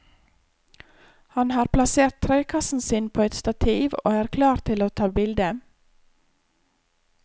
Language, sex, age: Norwegian, female, 34